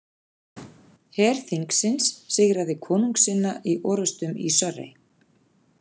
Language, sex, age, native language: Icelandic, female, 40-49, Icelandic